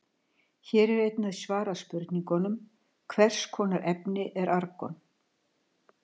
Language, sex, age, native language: Icelandic, female, 60-69, Icelandic